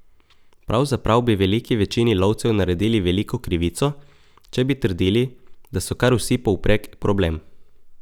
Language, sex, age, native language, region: Slovenian, male, 18-29, Slovenian, Coastal Karst region